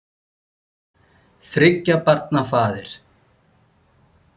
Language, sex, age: Icelandic, male, 40-49